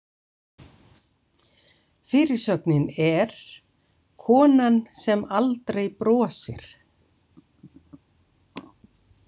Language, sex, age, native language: Icelandic, female, 60-69, Icelandic